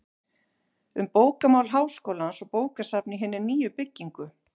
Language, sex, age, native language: Icelandic, female, 40-49, Icelandic